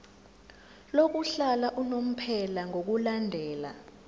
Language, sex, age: Zulu, female, 17